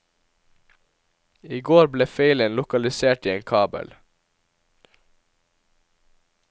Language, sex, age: Norwegian, male, 17